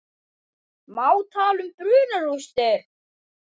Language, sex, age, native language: Icelandic, female, 11, Icelandic